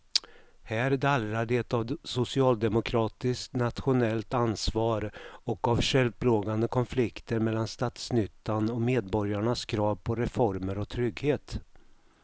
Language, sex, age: Swedish, male, 55